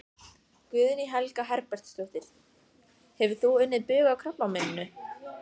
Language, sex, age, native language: Icelandic, female, 14, Icelandic